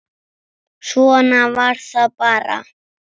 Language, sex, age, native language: Icelandic, male, 7, Icelandic